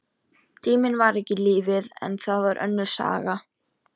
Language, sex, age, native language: Icelandic, female, 13, Icelandic